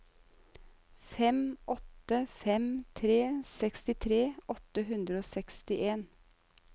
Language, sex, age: Norwegian, female, 35